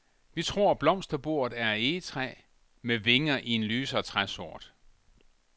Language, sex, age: Danish, male, 62